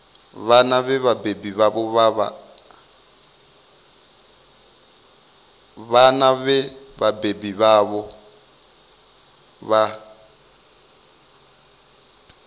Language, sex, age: Venda, male, 25